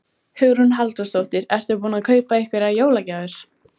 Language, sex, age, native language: Icelandic, female, 14, Icelandic